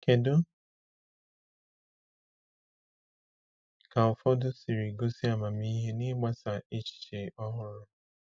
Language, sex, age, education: Igbo, male, 15-29, tertiary